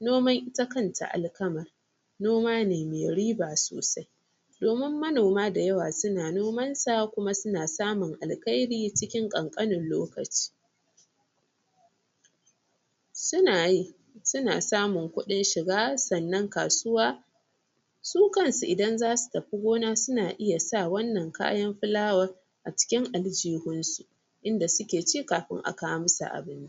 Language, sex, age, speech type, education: Hausa, female, 15-29, spontaneous, primary